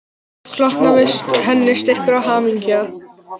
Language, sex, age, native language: Icelandic, female, 20-29, Icelandic